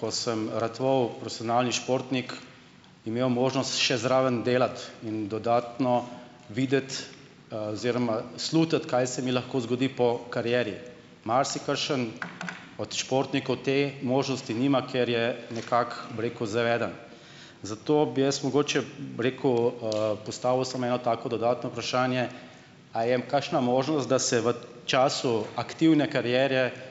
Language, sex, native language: Slovenian, male, Slovenian